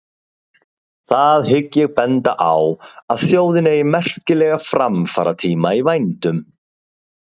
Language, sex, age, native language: Icelandic, male, 30-39, Icelandic